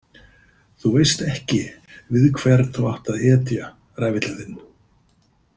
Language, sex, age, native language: Icelandic, male, 50-59, Icelandic